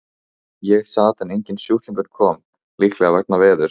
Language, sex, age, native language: Icelandic, male, 15, Icelandic